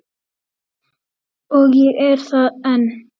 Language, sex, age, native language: Icelandic, male, 8, Icelandic